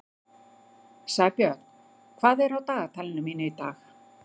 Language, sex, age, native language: Icelandic, female, 50-59, Icelandic